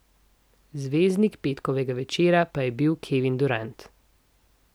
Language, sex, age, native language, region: Slovenian, female, 18-29, Slovenian, Central Slovenia